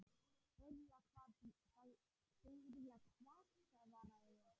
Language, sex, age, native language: Icelandic, male, 10, Icelandic